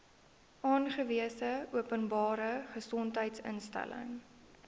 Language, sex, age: Afrikaans, female, 19